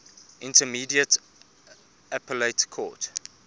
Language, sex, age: English, male, 24